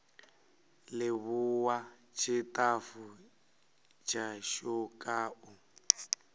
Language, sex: Venda, male